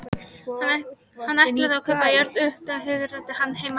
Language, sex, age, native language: Icelandic, female, 18-19, Polish